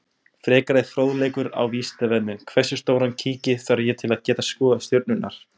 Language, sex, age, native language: Icelandic, male, 20-29, Icelandic